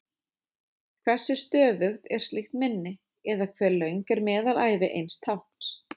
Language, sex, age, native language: Icelandic, female, 30-39, Icelandic